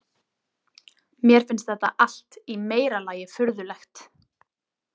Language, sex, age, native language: Icelandic, female, 20-29, Icelandic